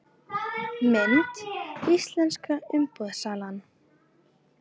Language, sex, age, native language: Icelandic, female, 18-19, Icelandic